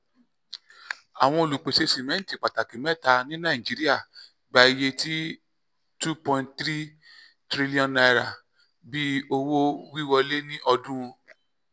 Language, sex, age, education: Yoruba, male, 30-45, tertiary